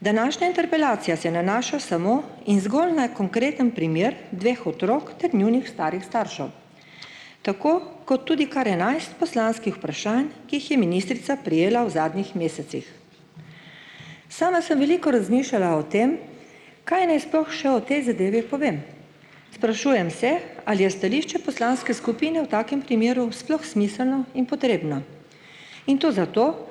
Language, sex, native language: Slovenian, female, Slovenian